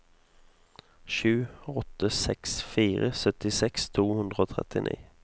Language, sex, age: Norwegian, male, 22